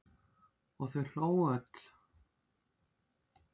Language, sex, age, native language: Icelandic, female, 60-69, Icelandic